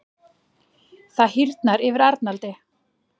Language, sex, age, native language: Icelandic, female, 40-49, Icelandic